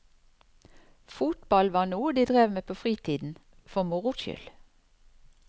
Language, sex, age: Norwegian, female, 54